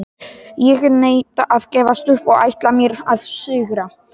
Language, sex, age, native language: Icelandic, male, 18-19, Polish